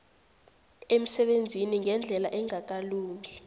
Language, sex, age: South Ndebele, female, 18